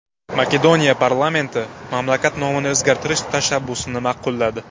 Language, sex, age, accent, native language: Uzbek, male, 18-24, Buxoro, Uzbek